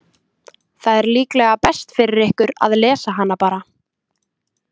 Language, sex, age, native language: Icelandic, female, 20-29, Icelandic